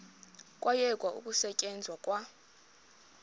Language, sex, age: Xhosa, female, 23